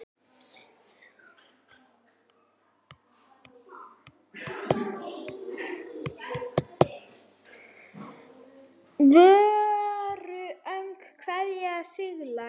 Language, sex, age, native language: Icelandic, female, 9, Icelandic